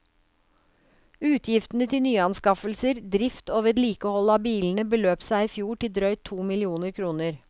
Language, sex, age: Norwegian, female, 56